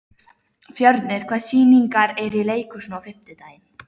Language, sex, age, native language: Icelandic, male, 13, Icelandic